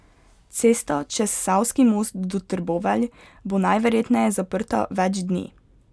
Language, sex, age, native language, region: Slovenian, female, 12-17, Slovenian, Pomurje region